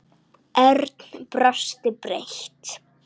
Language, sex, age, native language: Icelandic, female, 9, Icelandic